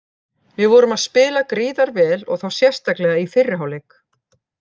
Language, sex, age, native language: Icelandic, female, 50-59, Icelandic